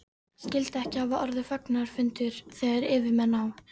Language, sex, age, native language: Icelandic, female, 13, Icelandic